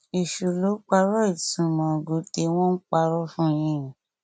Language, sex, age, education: Yoruba, female, 30-45, tertiary